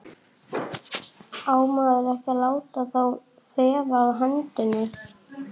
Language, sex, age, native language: Icelandic, male, 11, Icelandic